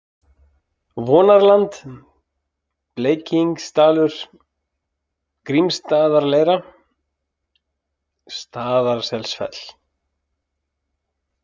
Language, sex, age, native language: Icelandic, male, 30-39, Icelandic